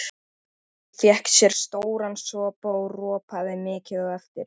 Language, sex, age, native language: Icelandic, male, 13, Icelandic